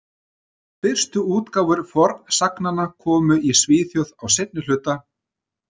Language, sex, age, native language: Icelandic, male, 30-39, Icelandic